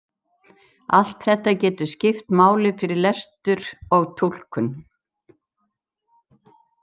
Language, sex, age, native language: Icelandic, female, 70-79, Icelandic